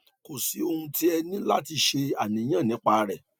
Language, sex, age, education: Yoruba, male, 30-45, tertiary